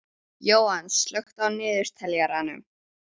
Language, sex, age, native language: Icelandic, female, 12, Icelandic